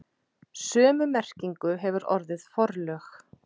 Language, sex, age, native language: Icelandic, female, 30-39, Icelandic